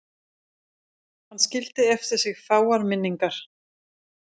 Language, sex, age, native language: Icelandic, female, 50-59, Danish